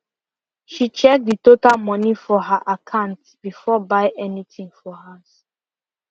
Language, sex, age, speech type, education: Nigerian Pidgin, female, 15-29, spontaneous, secondary